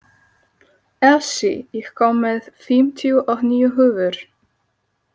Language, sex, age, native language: Icelandic, female, 30-39, Slovak